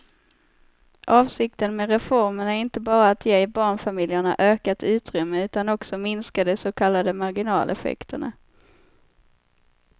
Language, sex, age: Swedish, female, 25